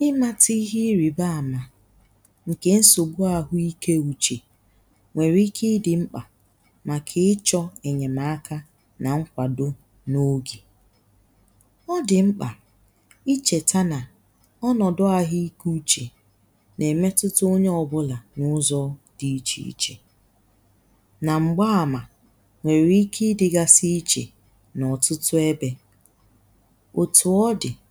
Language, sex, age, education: Igbo, female, 15-29, tertiary